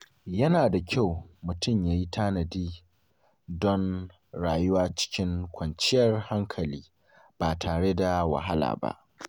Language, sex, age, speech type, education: Hausa, male, 15-29, spontaneous, secondary